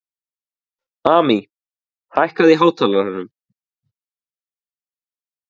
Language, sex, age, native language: Icelandic, male, 20-29, Icelandic